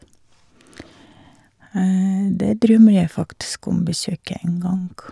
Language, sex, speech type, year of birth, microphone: Norwegian, female, spontaneous, 1951, Shure